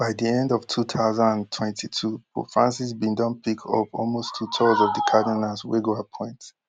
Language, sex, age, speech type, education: Nigerian Pidgin, male, 15-29, spontaneous, tertiary